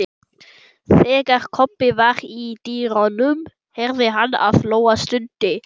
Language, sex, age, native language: Icelandic, male, 11, German